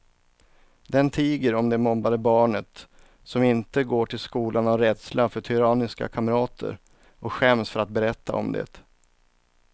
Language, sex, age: Swedish, male, 39